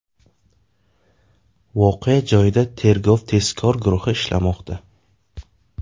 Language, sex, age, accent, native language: Uzbek, male, 18-24, Navoiy, Uzbek